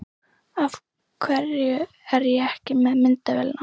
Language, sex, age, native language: Icelandic, female, 11, Icelandic